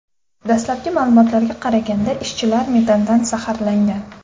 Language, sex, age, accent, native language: Uzbek, female, 18-24, Andijon, Uzbek